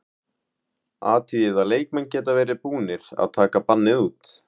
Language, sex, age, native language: Icelandic, male, 18-19, Icelandic